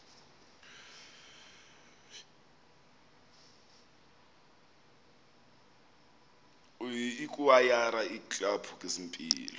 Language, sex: Xhosa, male